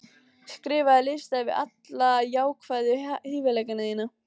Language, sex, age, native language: Icelandic, female, 14, Icelandic